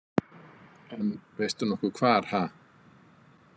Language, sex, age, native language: Icelandic, male, 50-59, Icelandic